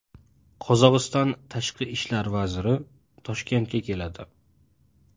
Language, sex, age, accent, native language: Uzbek, male, 19-29, Andijon, Uzbek